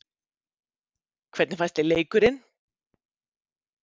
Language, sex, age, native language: Icelandic, female, 50-59, Icelandic